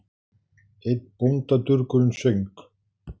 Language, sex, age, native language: Icelandic, male, 60-69, Icelandic